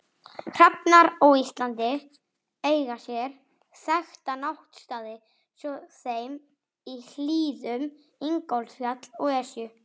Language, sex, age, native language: Icelandic, female, 40-49, Icelandic